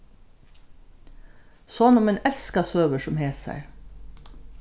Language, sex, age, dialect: Faroese, female, 36-60, Norðurstreymoy/Eysturoy